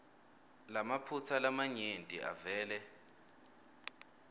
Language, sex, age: Swati, male, 23